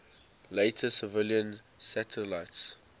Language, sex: English, male